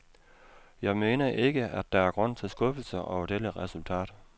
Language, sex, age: Danish, male, 56